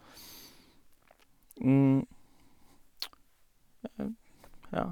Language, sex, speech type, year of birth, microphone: Norwegian, male, spontaneous, 1985, Sennheiser